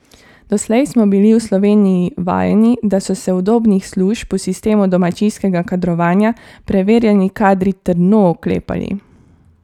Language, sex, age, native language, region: Slovenian, female, 18-29, Slovenian, Savinja region